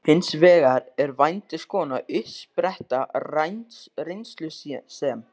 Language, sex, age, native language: Icelandic, male, 13, Icelandic